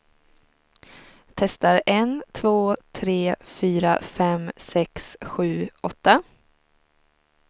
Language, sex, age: Swedish, female, 23